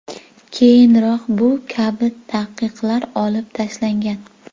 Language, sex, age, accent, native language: Uzbek, female, 18-24, Jizzax, Uzbek